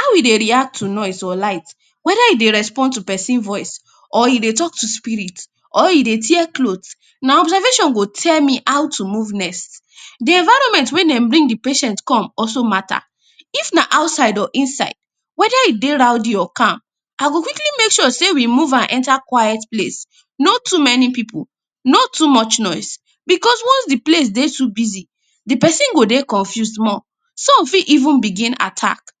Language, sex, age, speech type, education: Nigerian Pidgin, female, 15-29, spontaneous, tertiary